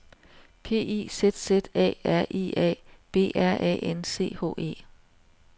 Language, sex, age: Danish, female, 42